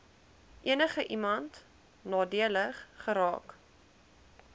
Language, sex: Afrikaans, female